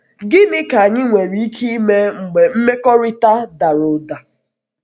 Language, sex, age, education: Igbo, female, 15-29, secondary